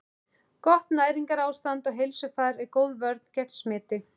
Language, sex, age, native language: Icelandic, male, 11, Icelandic